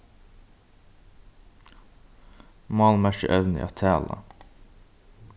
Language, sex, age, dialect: Faroese, male, 15-35, Norðurstreymoy/Eysturoy